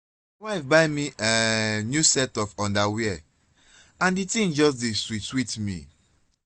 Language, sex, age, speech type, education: Nigerian Pidgin, male, 30-45, spontaneous, tertiary